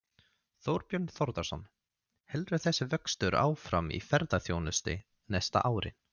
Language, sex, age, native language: Icelandic, male, 30-39, Swedish